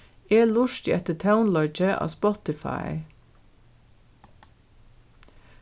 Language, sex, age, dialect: Faroese, female, 36-60, Norðurstreymoy/Eysturoy